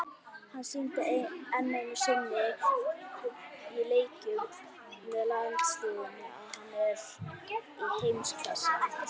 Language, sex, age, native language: Icelandic, female, 60-69, Icelandic